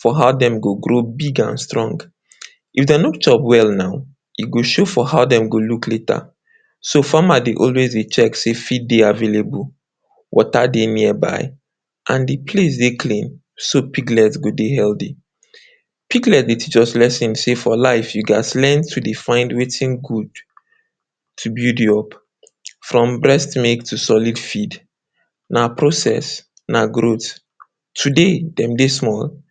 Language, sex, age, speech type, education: Nigerian Pidgin, male, 46-60, spontaneous, tertiary